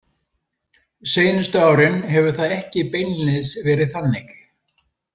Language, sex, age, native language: Icelandic, male, 70-79, Icelandic